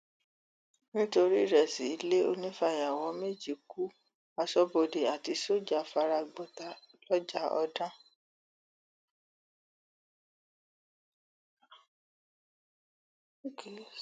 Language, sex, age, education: Yoruba, female, 30-45, tertiary